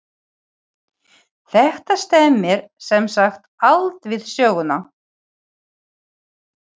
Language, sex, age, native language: Icelandic, female, 40-49, Ukrainian